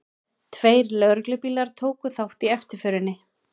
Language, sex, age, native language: Icelandic, female, 20-29, Icelandic